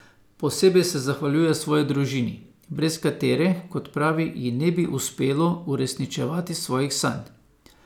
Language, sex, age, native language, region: Slovenian, male, 50-59, Slovenian, Savinja region